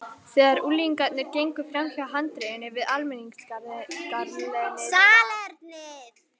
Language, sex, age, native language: Icelandic, female, 11, Icelandic